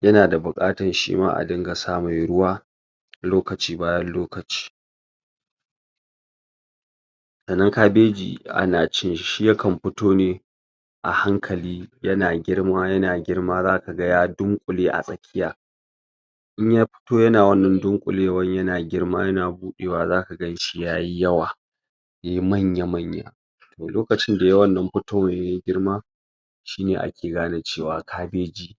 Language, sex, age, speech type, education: Hausa, female, 60+, spontaneous, secondary